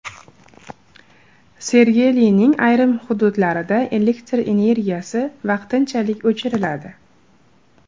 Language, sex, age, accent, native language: Uzbek, female, 18-24, Andijon, Uzbek